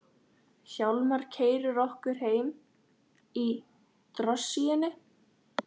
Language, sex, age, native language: Icelandic, female, 13, Icelandic